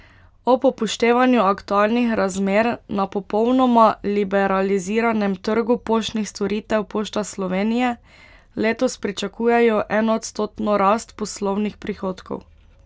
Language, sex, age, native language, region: Slovenian, female, 18-29, Slovenian, Pomurje region